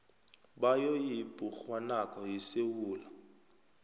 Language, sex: South Ndebele, male